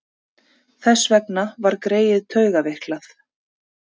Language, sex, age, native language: Icelandic, female, 30-39, Icelandic